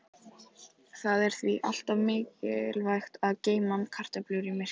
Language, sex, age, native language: Icelandic, female, 18-19, Icelandic